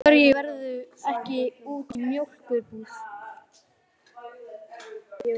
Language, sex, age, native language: Icelandic, male, 11, Icelandic